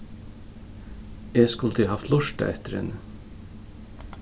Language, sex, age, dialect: Faroese, male, 36-60, Suðurstreymoy